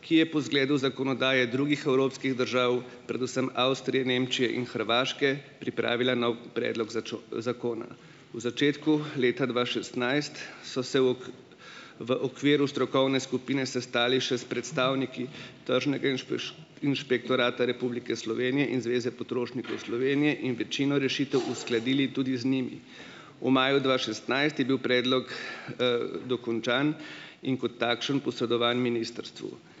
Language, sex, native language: Slovenian, male, Slovenian